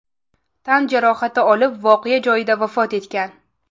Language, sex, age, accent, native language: Uzbek, female, 18-24, Samarqand, Uzbek